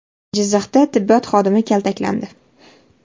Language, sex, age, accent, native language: Uzbek, female, 19-29, Farg'ona, Uzbek